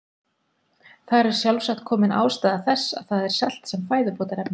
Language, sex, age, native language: Icelandic, female, 40-49, Icelandic